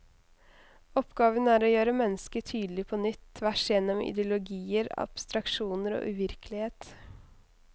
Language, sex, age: Norwegian, female, 21